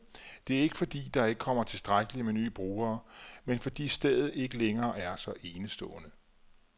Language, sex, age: Danish, male, 34